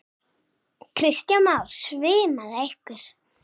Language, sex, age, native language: Icelandic, female, 7, Icelandic